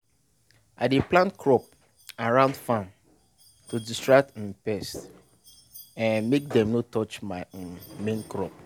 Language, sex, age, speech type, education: Nigerian Pidgin, male, 15-29, spontaneous, tertiary